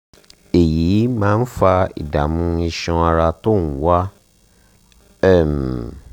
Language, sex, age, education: Yoruba, male, 30-45, tertiary